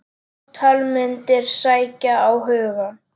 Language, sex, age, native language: Icelandic, male, 10, Icelandic